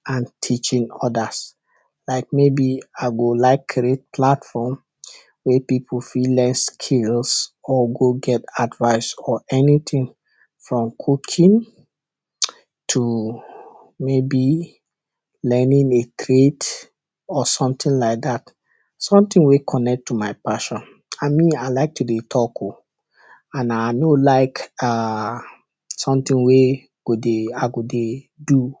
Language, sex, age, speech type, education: Nigerian Pidgin, male, 60+, spontaneous, tertiary